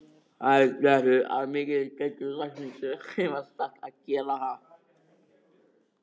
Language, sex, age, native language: Icelandic, male, 18-19, Icelandic